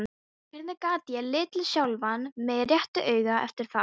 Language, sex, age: Icelandic, female, 13